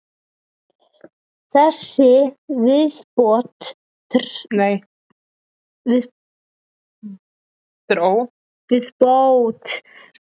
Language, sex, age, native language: Icelandic, male, 12, Icelandic